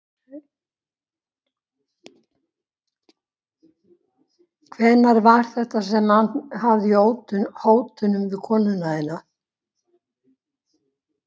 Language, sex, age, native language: Icelandic, female, 70-79, Icelandic